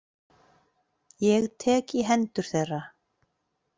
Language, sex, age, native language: Icelandic, female, 40-49, Icelandic